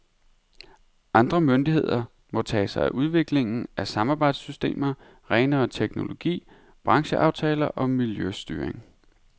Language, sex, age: Danish, male, 31